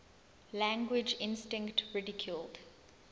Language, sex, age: English, female, 20